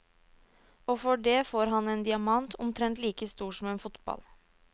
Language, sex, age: Norwegian, female, 22